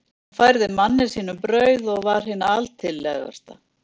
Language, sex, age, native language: Icelandic, female, 60-69, Icelandic